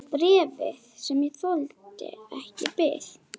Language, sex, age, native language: Icelandic, female, 9, Icelandic